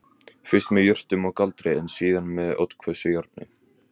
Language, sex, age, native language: Icelandic, male, 18-19, Icelandic